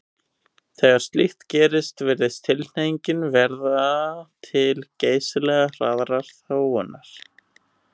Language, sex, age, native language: Icelandic, male, 18-19, Icelandic